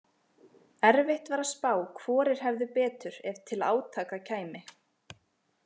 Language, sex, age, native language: Icelandic, female, 20-29, Icelandic